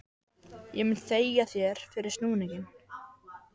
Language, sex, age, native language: Icelandic, male, 13, Icelandic